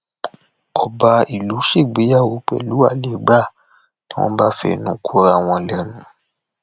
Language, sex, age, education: Yoruba, male, 15-29, tertiary